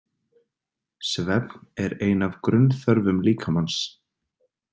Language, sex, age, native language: Icelandic, male, 30-39, Icelandic